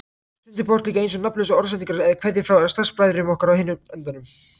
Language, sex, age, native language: Icelandic, other, 18-19, Icelandic